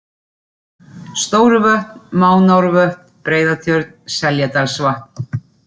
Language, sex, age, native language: Icelandic, female, 40-49, Icelandic